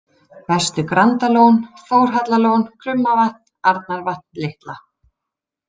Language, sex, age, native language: Icelandic, female, 30-39, Icelandic